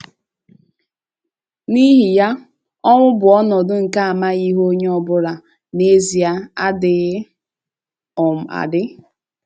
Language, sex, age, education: Igbo, female, 15-29, tertiary